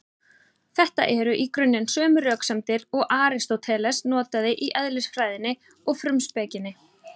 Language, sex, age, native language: Icelandic, female, 30-39, Icelandic